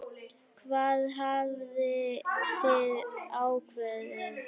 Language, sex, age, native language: Icelandic, female, 9, Icelandic